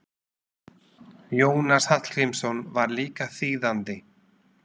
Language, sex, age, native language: Icelandic, male, 40-49, Slovak